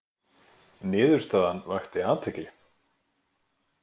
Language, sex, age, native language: Icelandic, male, 20-29, Icelandic